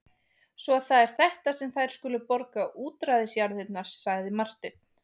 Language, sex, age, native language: Icelandic, female, 20-29, Icelandic